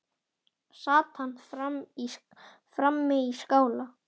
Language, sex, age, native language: Icelandic, male, 9, Icelandic